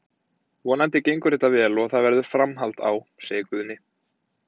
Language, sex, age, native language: Icelandic, male, 30-39, Icelandic